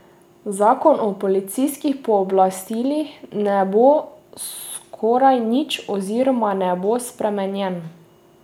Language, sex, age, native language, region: Slovenian, female, 18-29, Slovenian, Drava region